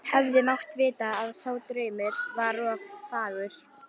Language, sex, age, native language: Icelandic, female, 11, Icelandic